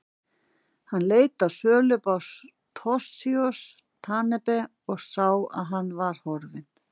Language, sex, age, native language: Icelandic, female, 40-49, Icelandic